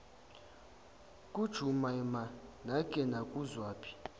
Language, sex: Zulu, male